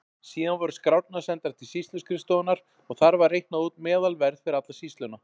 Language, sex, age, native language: Icelandic, male, 40-49, Icelandic